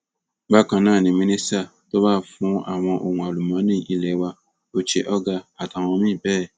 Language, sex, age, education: Yoruba, male, 15-29, tertiary